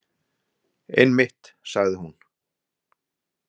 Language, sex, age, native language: Icelandic, male, 60-69, Icelandic